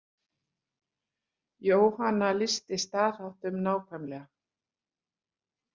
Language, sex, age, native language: Icelandic, female, 60-69, Icelandic